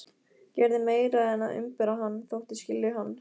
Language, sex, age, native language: Icelandic, female, 15, Icelandic